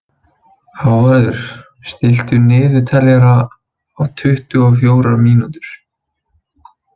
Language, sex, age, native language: Icelandic, male, 20-29, Icelandic